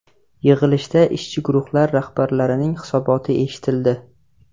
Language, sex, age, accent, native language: Uzbek, male, 18-24, Jizzax, Uzbek